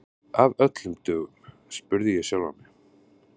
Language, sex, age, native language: Icelandic, male, 30-39, Icelandic